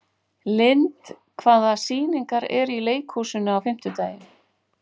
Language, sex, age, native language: Icelandic, female, 40-49, Icelandic